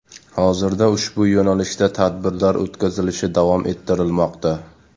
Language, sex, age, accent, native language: Uzbek, male, 18-24, Sirdaryo, Uzbek